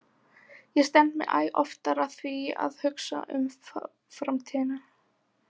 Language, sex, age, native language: Icelandic, female, 18-19, Icelandic